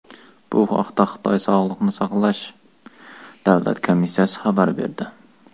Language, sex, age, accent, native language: Uzbek, male, 18-24, Farg'ona, Uzbek